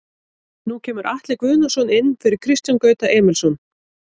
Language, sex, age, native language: Icelandic, female, 30-39, Icelandic